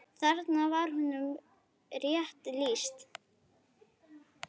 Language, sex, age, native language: Icelandic, female, 9, Icelandic